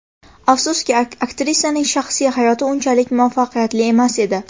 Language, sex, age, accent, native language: Uzbek, female, 18-24, Andijon, Uzbek